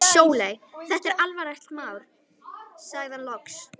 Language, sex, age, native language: Icelandic, female, 11, Icelandic